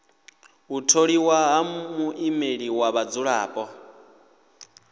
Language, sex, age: Venda, male, 28